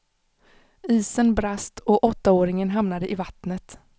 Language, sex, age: Swedish, female, 35